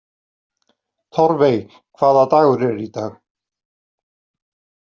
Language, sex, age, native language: Icelandic, male, 40-49, Icelandic